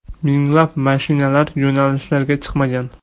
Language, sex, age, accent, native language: Uzbek, male, 18-24, Toshkent viloyati, Uzbek